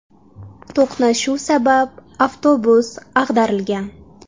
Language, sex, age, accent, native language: Uzbek, female, 18-24, Samarqand, Uzbek